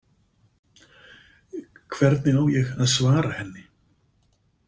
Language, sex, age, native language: Icelandic, male, 50-59, Icelandic